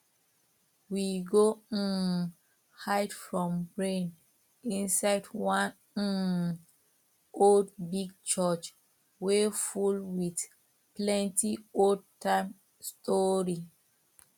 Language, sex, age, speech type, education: Nigerian Pidgin, female, 30-45, spontaneous, tertiary